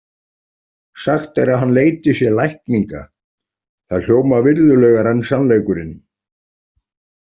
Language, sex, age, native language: Icelandic, male, 40-49, Icelandic